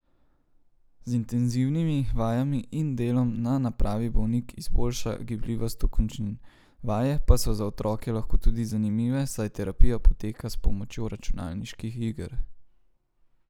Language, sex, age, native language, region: Slovenian, male, 30-49, Slovenian, Central Slovenia